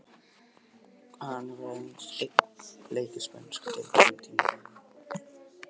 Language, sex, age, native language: Icelandic, male, 18-19, Icelandic